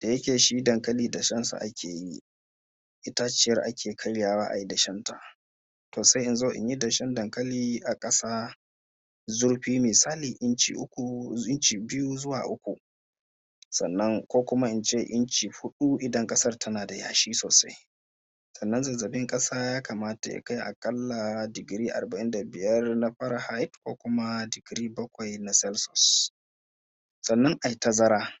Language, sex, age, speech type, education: Hausa, male, 15-29, spontaneous, secondary